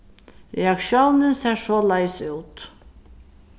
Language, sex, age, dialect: Faroese, female, 36-60, Suðurstreymoy